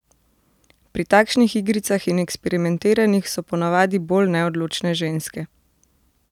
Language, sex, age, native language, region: Slovenian, female, 30-49, Slovenian, Central Slovenia